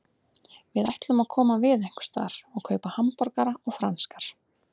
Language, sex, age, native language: Icelandic, female, 30-39, Icelandic